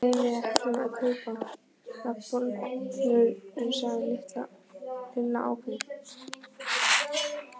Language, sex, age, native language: Icelandic, male, 11, Icelandic